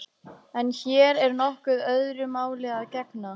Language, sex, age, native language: Icelandic, female, 18-19, Icelandic